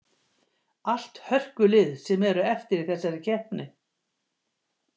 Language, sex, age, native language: Icelandic, female, 50-59, Icelandic